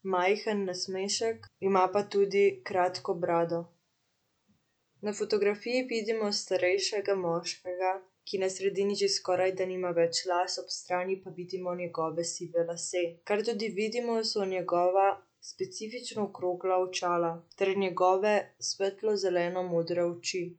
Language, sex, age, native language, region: Slovenian, female, 18-29, Slovenian, Central Slovenia